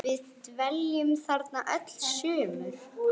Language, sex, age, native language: Icelandic, female, 10, Icelandic